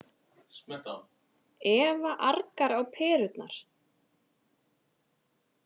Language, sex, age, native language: Icelandic, female, 30-39, Icelandic